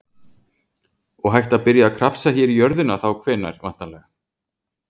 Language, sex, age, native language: Icelandic, male, 40-49, Icelandic